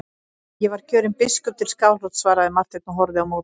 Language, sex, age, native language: Icelandic, female, 60-69, Icelandic